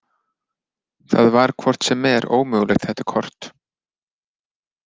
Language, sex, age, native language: Icelandic, male, 30-39, Icelandic